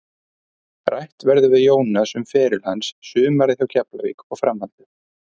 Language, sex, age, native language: Icelandic, male, 30-39, Icelandic